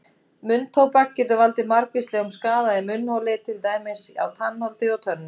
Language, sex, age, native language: Icelandic, female, 30-39, Icelandic